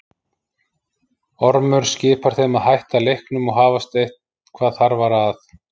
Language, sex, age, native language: Icelandic, male, 50-59, Icelandic